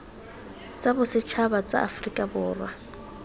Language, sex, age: Tswana, female, 20